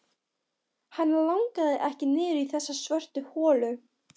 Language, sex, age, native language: Icelandic, female, 13, Polish